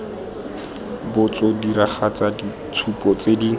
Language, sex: Tswana, male